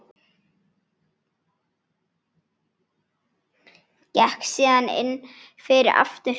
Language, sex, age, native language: Icelandic, female, 9, Icelandic